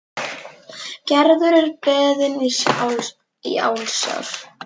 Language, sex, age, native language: Icelandic, female, 9, Icelandic